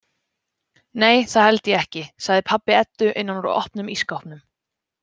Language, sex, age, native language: Icelandic, female, 20-29, Icelandic